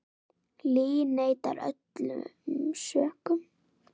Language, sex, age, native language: Icelandic, female, 9, Icelandic